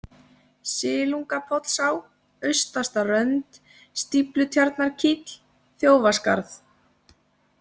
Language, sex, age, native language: Icelandic, female, 20-29, Icelandic